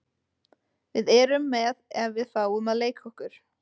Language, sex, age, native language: Icelandic, female, 20-29, Icelandic